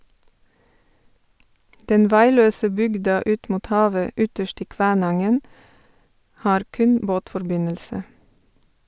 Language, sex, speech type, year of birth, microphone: Norwegian, female, read, 1970, Sennheiser